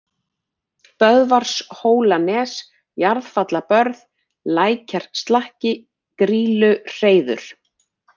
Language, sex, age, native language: Icelandic, female, 40-49, Icelandic